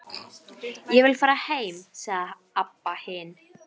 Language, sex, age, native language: Icelandic, female, 12, Icelandic